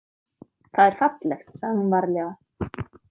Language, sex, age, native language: Icelandic, female, 30-39, Icelandic